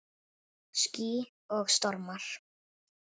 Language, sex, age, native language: Icelandic, female, 10, Icelandic